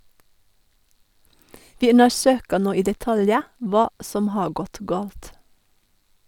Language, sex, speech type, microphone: Norwegian, female, read, Sennheiser